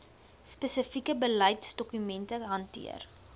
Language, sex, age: Afrikaans, female, 22